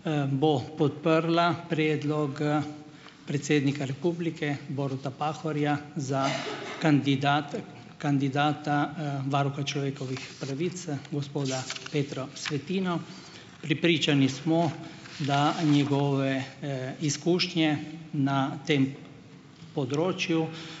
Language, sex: Slovenian, male